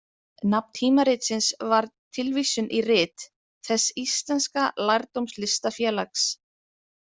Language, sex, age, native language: Icelandic, female, 30-39, Icelandic